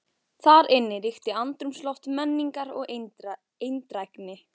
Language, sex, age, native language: Icelandic, female, 14, Icelandic